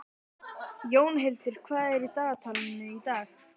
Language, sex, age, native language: Icelandic, female, 12, Icelandic